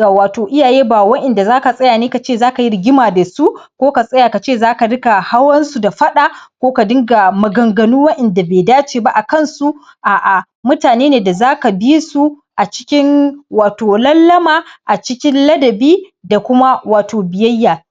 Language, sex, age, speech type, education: Hausa, male, 15-29, spontaneous, primary